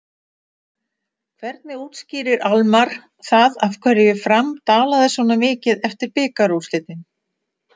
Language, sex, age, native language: Icelandic, female, 60-69, Icelandic